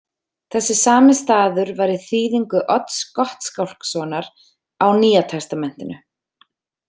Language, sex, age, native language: Icelandic, female, 30-39, Icelandic